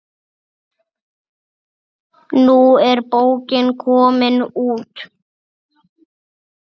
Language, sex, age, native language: Icelandic, male, 6, Icelandic